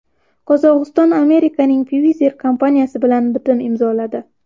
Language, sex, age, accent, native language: Uzbek, female, 12-17, Xorazm, Uzbek